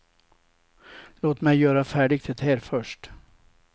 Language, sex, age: Swedish, male, 67